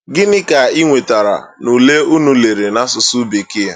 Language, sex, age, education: Igbo, male, 15-29, tertiary